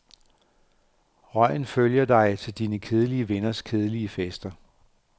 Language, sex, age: Danish, male, 58